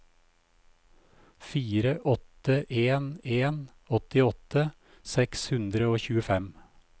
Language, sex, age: Norwegian, male, 56